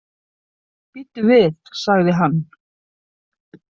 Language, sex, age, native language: Icelandic, female, 60-69, Icelandic